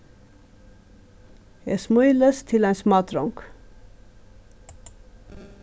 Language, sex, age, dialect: Faroese, female, 36-60, Suðurstreymoy